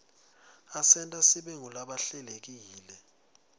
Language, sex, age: Swati, male, 20